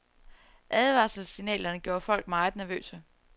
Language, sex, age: Danish, female, 34